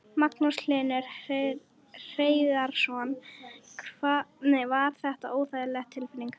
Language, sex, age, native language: Icelandic, female, 11, Icelandic